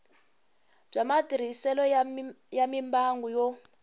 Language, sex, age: Tsonga, female, 21